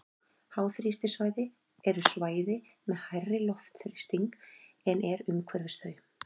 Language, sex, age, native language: Icelandic, female, 40-49, Icelandic